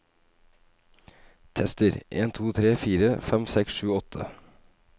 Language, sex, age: Norwegian, male, 25